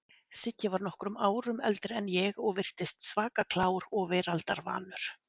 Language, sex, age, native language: Icelandic, female, 50-59, Icelandic